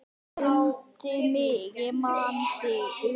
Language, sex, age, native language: Icelandic, male, 9, Icelandic